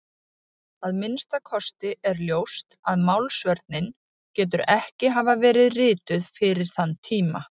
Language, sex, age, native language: Icelandic, female, 40-49, Icelandic